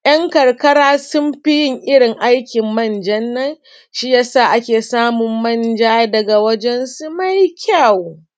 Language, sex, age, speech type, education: Hausa, female, 30-45, spontaneous, secondary